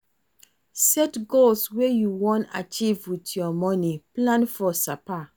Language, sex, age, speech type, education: Nigerian Pidgin, female, 46-60, read, tertiary